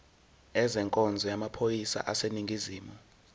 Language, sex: Zulu, male